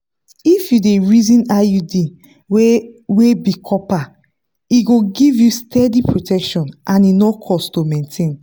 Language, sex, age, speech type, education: Nigerian Pidgin, female, 15-29, spontaneous, tertiary